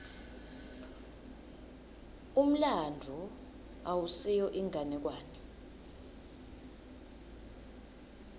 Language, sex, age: Swati, female, 22